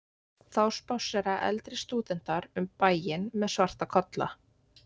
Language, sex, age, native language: Icelandic, female, 20-29, Icelandic